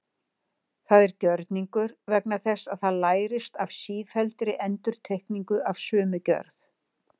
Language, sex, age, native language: Icelandic, female, 60-69, Icelandic